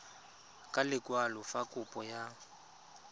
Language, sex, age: Tswana, male, 25